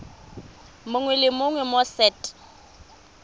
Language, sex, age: Tswana, female, 25